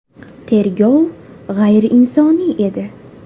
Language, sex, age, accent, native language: Uzbek, female, 19-29, Farg'ona, Uzbek